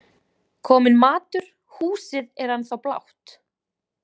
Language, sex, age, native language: Icelandic, female, 20-29, Icelandic